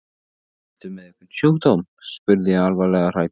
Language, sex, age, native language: Icelandic, male, 14, Icelandic